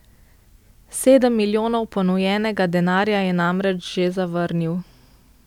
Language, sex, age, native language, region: Slovenian, female, 18-29, Slovenian, Central Slovenia